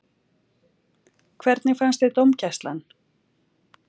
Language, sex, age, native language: Icelandic, female, 40-49, Icelandic